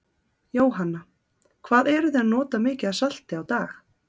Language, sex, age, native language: Icelandic, female, 30-39, Icelandic